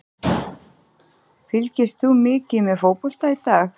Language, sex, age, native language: Icelandic, female, 30-39, Icelandic